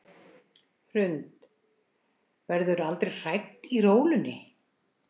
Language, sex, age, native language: Icelandic, female, 60-69, Icelandic